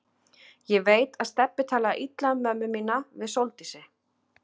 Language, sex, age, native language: Icelandic, female, 30-39, Icelandic